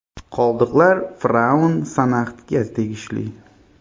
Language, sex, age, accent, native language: Uzbek, male, 25-34, Xorazm, Uzbek